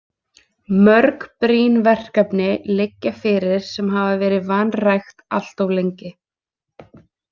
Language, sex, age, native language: Icelandic, female, 20-29, Icelandic